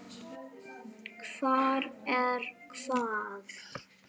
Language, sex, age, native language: Icelandic, female, 8, Icelandic